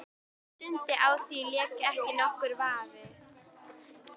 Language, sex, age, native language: Icelandic, female, 11, Icelandic